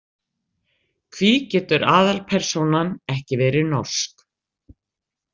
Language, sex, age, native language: Icelandic, female, 60-69, Icelandic